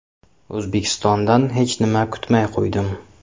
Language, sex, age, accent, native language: Uzbek, male, 25-34, Samarqand, Uzbek